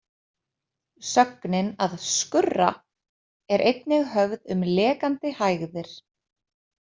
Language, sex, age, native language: Icelandic, female, 30-39, Icelandic